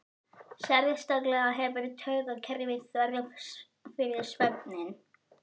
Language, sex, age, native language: Icelandic, female, 11, Icelandic